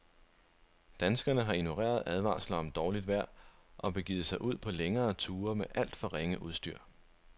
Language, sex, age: Danish, male, 25